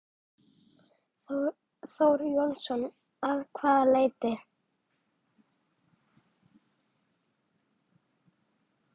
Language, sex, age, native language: Icelandic, male, 9, Icelandic